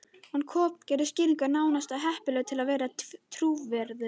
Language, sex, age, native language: Icelandic, other, 11, Icelandic